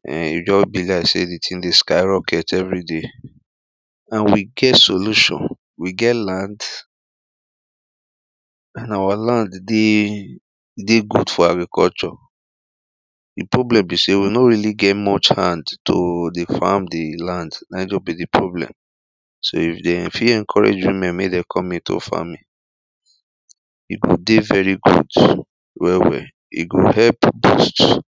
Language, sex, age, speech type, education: Nigerian Pidgin, male, 30-45, spontaneous, primary